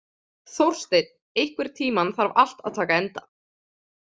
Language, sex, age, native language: Icelandic, female, 20-29, Icelandic